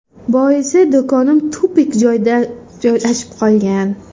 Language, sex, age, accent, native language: Uzbek, female, under 19, Qashqadaryo, Uzbek